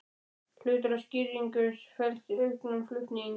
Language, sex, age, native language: Icelandic, male, 12, Icelandic